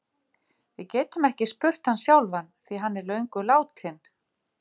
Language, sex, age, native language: Icelandic, female, 50-59, Icelandic